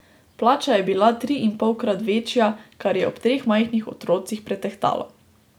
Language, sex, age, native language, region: Slovenian, female, 18-29, Slovenian, Drava region